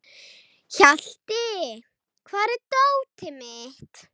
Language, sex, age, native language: Icelandic, female, 18-19, Icelandic